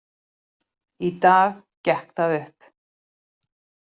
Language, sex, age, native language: Icelandic, female, 40-49, Icelandic